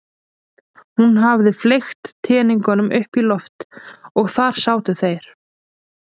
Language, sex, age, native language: Icelandic, female, 20-29, Icelandic